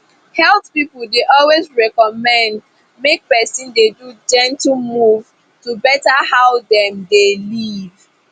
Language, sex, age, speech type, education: Nigerian Pidgin, female, 15-29, spontaneous, tertiary